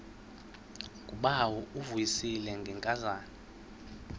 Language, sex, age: Xhosa, male, 20